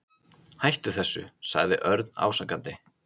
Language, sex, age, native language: Icelandic, male, 30-39, Icelandic